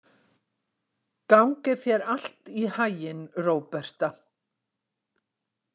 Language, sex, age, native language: Icelandic, female, 60-69, Icelandic